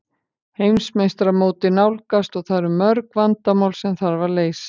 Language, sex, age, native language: Icelandic, female, 50-59, Icelandic